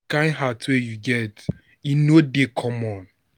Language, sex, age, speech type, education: Nigerian Pidgin, male, 15-29, spontaneous, tertiary